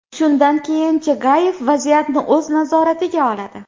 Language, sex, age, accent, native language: Uzbek, female, 18-24, Andijon, Uzbek